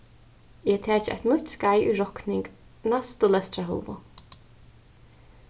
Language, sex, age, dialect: Faroese, female, 15-35, Suðurstreymoy